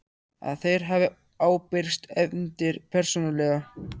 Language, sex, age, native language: Icelandic, male, 13, Icelandic